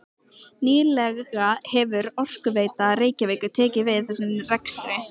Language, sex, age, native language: Icelandic, female, 15, Icelandic